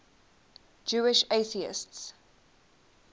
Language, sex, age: English, female, 19